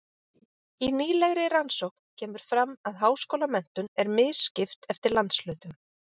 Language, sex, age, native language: Icelandic, female, 40-49, Icelandic